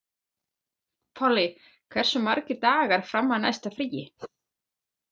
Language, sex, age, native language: Icelandic, female, 40-49, German